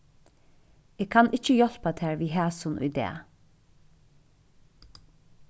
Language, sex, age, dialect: Faroese, female, 36-60, Suðurstreymoy